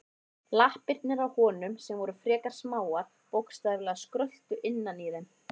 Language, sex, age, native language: Icelandic, female, 30-39, Icelandic